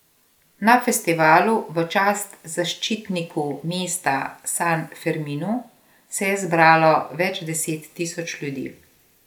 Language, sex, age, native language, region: Slovenian, female, 50-59, Slovenian, Gorenjska region